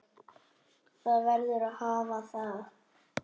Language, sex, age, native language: Icelandic, male, 8, Icelandic